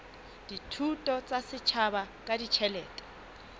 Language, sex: Southern Sotho, female